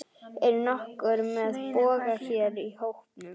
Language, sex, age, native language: Icelandic, female, 11, Icelandic